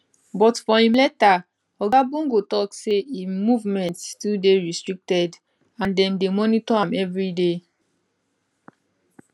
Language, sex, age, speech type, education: Nigerian Pidgin, female, 15-29, spontaneous, tertiary